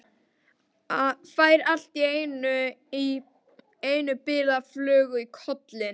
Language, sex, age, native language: Icelandic, female, 12, Icelandic